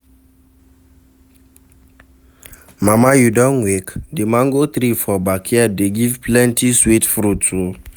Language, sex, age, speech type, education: Nigerian Pidgin, male, 46-60, read, secondary